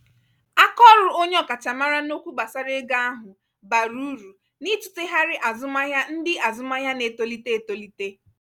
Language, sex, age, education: Igbo, female, 15-29, tertiary